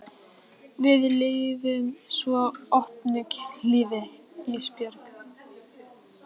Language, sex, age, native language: Icelandic, female, 14, Icelandic